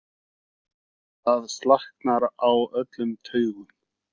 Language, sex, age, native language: Icelandic, male, 30-39, Icelandic